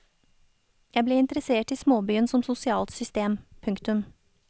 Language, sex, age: Norwegian, female, 29